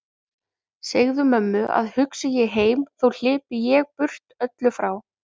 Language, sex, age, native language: Icelandic, female, 30-39, Icelandic